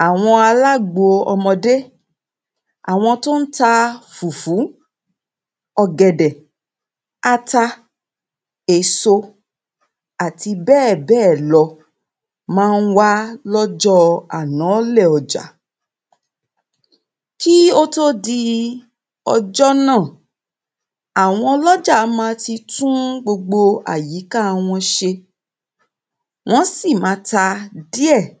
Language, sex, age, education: Yoruba, female, 30-45, secondary